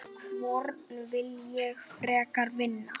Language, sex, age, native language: Icelandic, male, 8, Icelandic